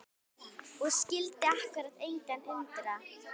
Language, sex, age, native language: Icelandic, female, 10, Icelandic